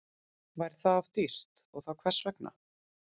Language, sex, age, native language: Icelandic, female, 30-39, Icelandic